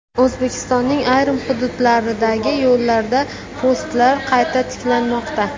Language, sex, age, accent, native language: Uzbek, female, 18-24, Jizzax, Uzbek